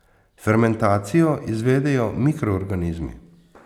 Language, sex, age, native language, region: Slovenian, male, 50-59, Slovenian, Posavska region